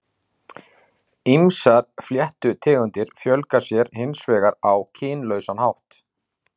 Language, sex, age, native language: Icelandic, male, 40-49, Icelandic